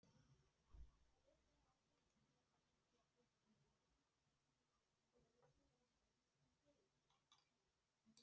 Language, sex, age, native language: Icelandic, female, 40-49, Icelandic